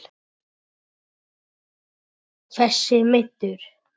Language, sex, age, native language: Icelandic, male, 10, Icelandic